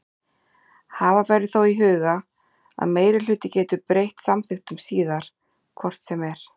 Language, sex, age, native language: Icelandic, female, 40-49, Icelandic